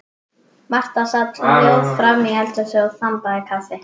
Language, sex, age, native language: Icelandic, female, 12, Icelandic